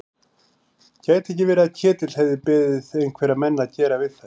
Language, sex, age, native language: Icelandic, male, 40-49, Icelandic